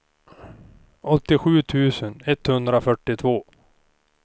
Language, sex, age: Swedish, male, 38